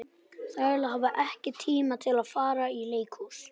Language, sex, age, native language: Icelandic, male, 11, Icelandic